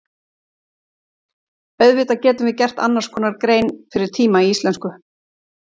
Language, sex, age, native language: Icelandic, female, 40-49, Icelandic